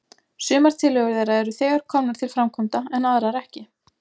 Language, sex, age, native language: Icelandic, female, 20-29, Icelandic